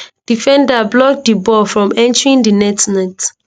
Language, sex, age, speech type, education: Nigerian Pidgin, female, 15-29, spontaneous, tertiary